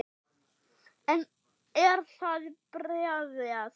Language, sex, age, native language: Icelandic, female, 8, German